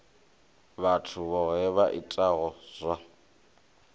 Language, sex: Venda, male